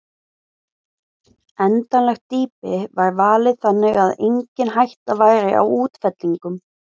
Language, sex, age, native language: Icelandic, female, 20-29, Icelandic